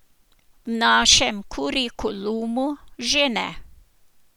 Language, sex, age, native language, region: Slovenian, female, 60+, Slovenian, Posavska region